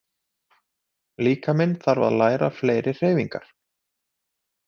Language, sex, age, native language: Icelandic, male, 30-39, Icelandic